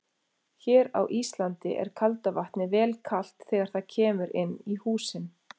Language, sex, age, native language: Icelandic, female, 40-49, Icelandic